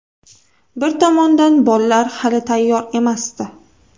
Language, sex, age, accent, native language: Uzbek, female, 18-24, Toshkent viloyati, Uzbek